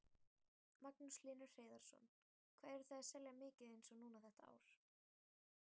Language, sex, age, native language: Icelandic, female, 18-19, Icelandic